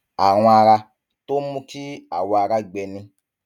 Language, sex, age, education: Yoruba, male, 15-29, tertiary